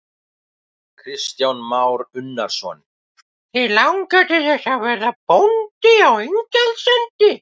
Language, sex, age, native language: Icelandic, male, 18-19, Icelandic